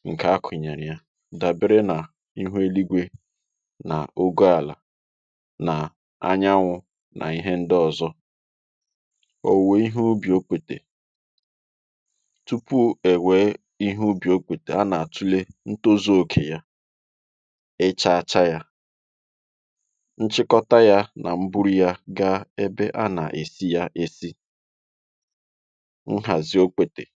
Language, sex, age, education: Igbo, male, 30-45, tertiary